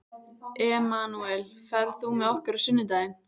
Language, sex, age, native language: Icelandic, female, 14, Icelandic